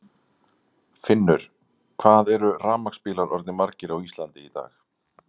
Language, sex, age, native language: Icelandic, male, 40-49, Icelandic